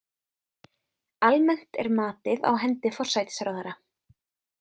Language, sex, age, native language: Icelandic, female, 20-29, Icelandic